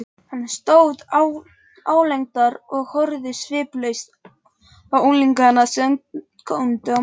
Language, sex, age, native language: Icelandic, male, 18-19, Icelandic